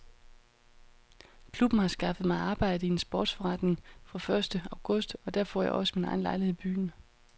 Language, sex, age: Danish, female, 31